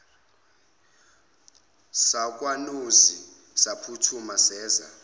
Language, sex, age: Zulu, male, 25